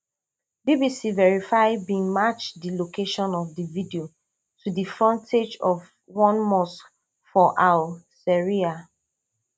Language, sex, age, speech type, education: Nigerian Pidgin, female, 30-45, spontaneous, tertiary